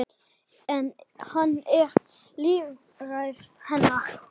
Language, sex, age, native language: Icelandic, male, 10, Icelandic